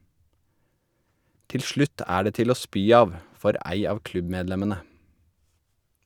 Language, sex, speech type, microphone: Norwegian, male, read, Shure